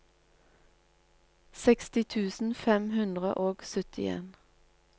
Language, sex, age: Norwegian, female, 47